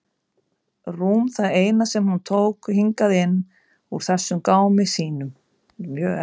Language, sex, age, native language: Icelandic, female, 50-59, Icelandic